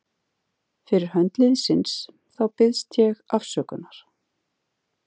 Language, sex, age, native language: Icelandic, female, 40-49, Icelandic